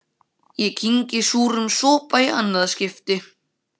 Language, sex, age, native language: Icelandic, male, 15, Icelandic